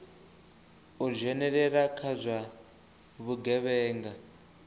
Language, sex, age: Venda, male, 24